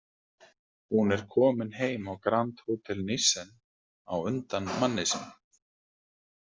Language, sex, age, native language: Icelandic, male, 40-49, Icelandic